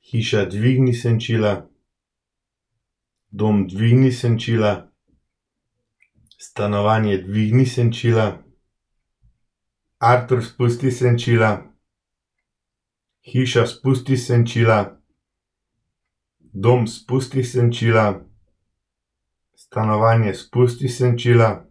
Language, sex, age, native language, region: Slovenian, male, 30-49, Slovenian, Central Slovenia